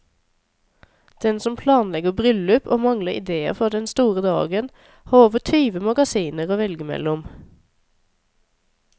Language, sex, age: Norwegian, female, 26